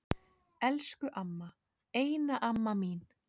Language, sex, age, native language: Icelandic, male, 6, Icelandic